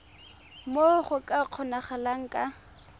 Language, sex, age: Tswana, female, 23